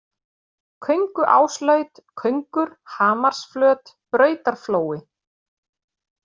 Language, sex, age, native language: Icelandic, female, 40-49, Icelandic